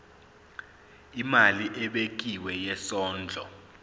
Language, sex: Zulu, male